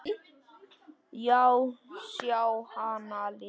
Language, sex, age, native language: Icelandic, male, 10, Icelandic